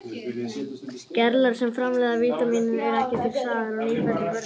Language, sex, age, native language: Icelandic, male, 18-19, Icelandic